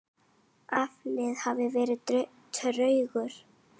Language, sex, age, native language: Icelandic, female, 10, Icelandic